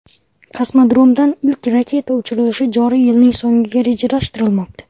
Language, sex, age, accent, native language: Uzbek, male, under 19, Toshkent viloyati, Uzbek